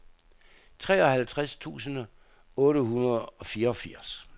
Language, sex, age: Danish, male, 67